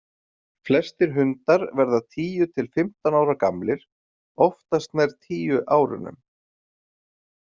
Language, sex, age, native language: Icelandic, male, 40-49, Icelandic